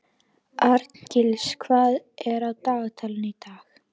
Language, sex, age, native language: Icelandic, female, 11, Icelandic